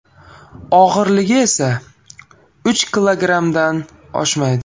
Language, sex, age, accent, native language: Uzbek, male, 18-24, Farg'ona, Uzbek